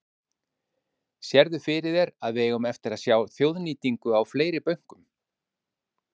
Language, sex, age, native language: Icelandic, male, 50-59, Icelandic